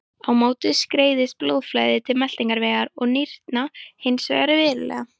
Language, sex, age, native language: Icelandic, female, 18-19, Icelandic